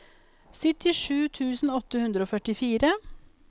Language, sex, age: Norwegian, female, 42